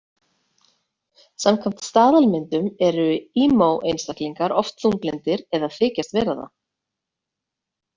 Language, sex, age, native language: Icelandic, female, 30-39, Icelandic